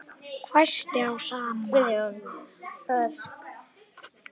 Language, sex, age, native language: Icelandic, male, 8, Icelandic